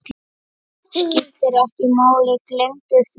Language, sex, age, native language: Icelandic, male, 8, Icelandic